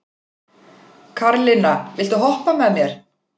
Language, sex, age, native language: Icelandic, female, 40-49, Icelandic